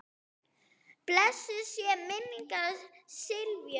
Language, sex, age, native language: Icelandic, female, 8, Icelandic